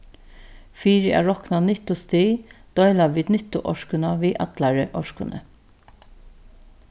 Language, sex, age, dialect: Faroese, female, 36-60, Norðurstreymoy/Eysturoy